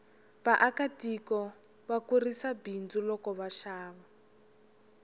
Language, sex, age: Tsonga, female, 21